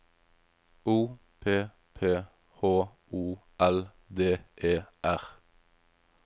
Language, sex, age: Norwegian, male, 25